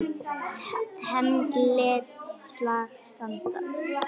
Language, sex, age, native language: Icelandic, female, 10, Danish